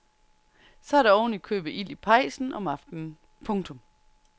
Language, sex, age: Danish, female, 30